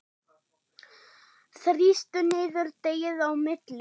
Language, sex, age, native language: Icelandic, female, 8, German